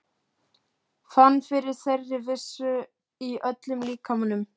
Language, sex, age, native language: Icelandic, male, 12, Icelandic